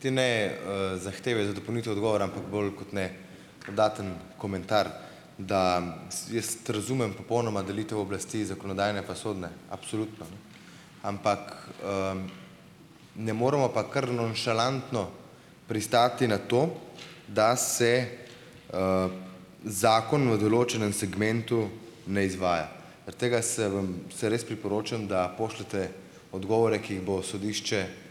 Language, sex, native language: Slovenian, male, Slovenian